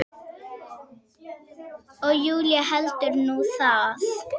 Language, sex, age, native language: Icelandic, female, 8, Icelandic